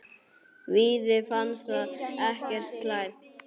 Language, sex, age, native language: Icelandic, male, 9, Icelandic